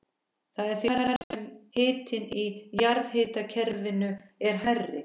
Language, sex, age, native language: Icelandic, female, 14, Icelandic